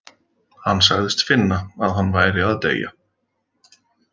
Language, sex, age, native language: Icelandic, male, 40-49, Icelandic